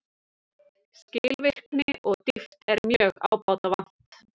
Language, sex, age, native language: Icelandic, female, 30-39, Icelandic